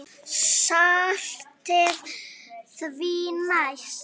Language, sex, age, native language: Icelandic, female, 9, Icelandic